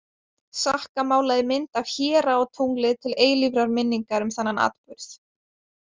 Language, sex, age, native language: Icelandic, female, 20-29, Icelandic